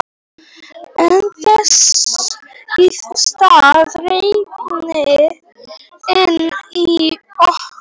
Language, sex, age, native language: Icelandic, male, 18-19, Polish